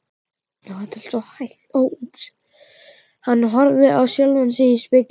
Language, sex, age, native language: Icelandic, male, 11, Icelandic